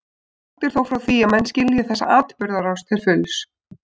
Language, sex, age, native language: Icelandic, female, 20-29, Icelandic